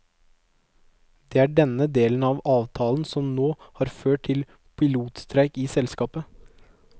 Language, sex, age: Norwegian, male, 22